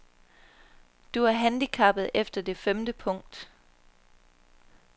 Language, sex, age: Danish, female, 23